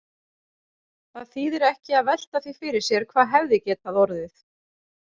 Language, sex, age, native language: Icelandic, female, 40-49, Icelandic